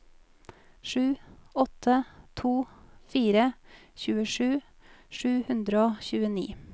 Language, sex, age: Norwegian, female, 28